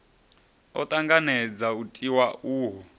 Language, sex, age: Venda, male, 30